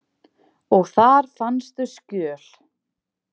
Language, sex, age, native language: Icelandic, female, 20-29, Icelandic